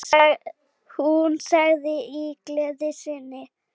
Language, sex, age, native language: Icelandic, female, 7, Icelandic